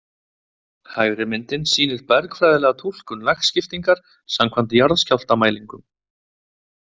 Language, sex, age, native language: Icelandic, male, 20-29, Icelandic